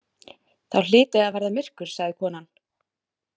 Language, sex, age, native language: Icelandic, female, 30-39, Icelandic